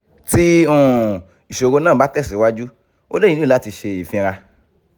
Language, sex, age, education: Yoruba, male, 15-29, tertiary